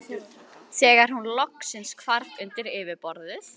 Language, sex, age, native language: Icelandic, female, 11, Icelandic